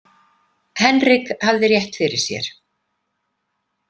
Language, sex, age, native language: Icelandic, female, 50-59, Icelandic